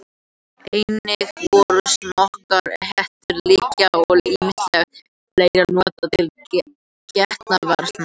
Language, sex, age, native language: Icelandic, other, 18-19, Icelandic